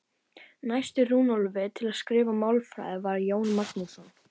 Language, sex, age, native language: Icelandic, female, 18-19, Icelandic